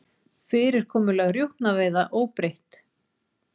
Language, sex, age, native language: Icelandic, female, 40-49, Icelandic